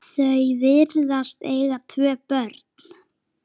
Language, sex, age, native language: Icelandic, female, 9, Icelandic